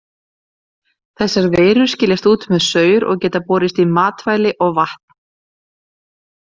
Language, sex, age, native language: Icelandic, female, 40-49, Icelandic